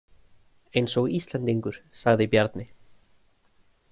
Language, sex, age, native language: Icelandic, male, 20-29, Icelandic